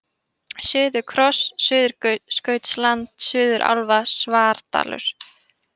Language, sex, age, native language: Icelandic, female, 18-19, Icelandic